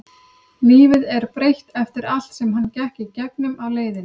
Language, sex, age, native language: Icelandic, female, 30-39, Icelandic